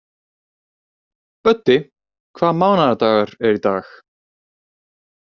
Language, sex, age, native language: Icelandic, male, 18-19, Icelandic